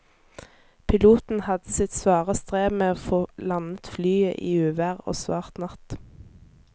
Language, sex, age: Norwegian, female, 24